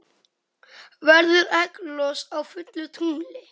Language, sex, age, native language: Icelandic, male, 10, Icelandic